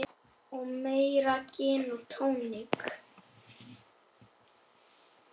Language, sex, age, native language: Icelandic, male, 7, Icelandic